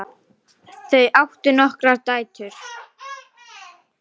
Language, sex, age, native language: Icelandic, female, 10, Icelandic